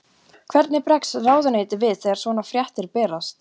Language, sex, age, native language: Icelandic, female, 14, Icelandic